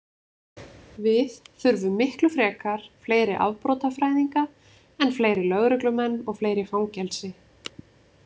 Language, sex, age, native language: Icelandic, female, 20-29, Icelandic